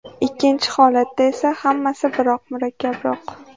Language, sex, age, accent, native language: Uzbek, female, 18-24, Samarqand, Uzbek